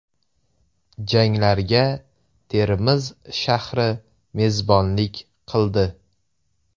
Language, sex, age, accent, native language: Uzbek, male, 18-24, Toshkent viloyati, Uzbek